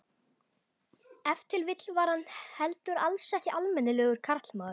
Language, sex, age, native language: Icelandic, male, 11, Icelandic